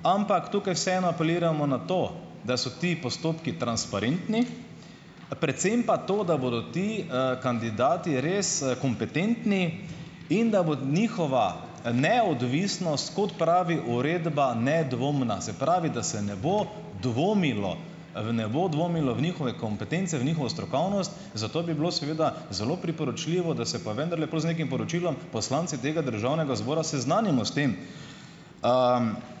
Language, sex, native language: Slovenian, male, Slovenian